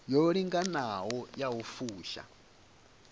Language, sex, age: Venda, male, 22